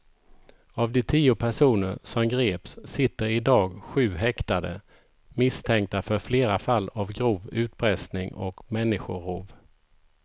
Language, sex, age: Swedish, male, 51